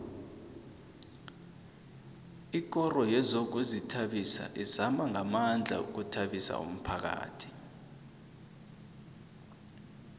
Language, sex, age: South Ndebele, male, 23